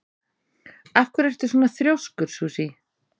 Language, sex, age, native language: Icelandic, female, 30-39, Icelandic